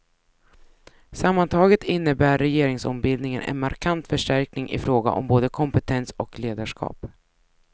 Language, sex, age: Swedish, female, 33